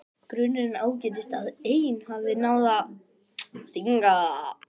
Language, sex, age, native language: Icelandic, male, 12, Icelandic